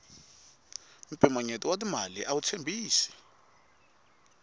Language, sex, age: Tsonga, male, 22